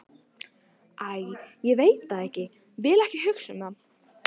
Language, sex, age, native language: Icelandic, female, 14, Italian